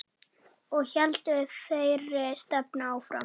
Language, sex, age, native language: Icelandic, female, 10, Icelandic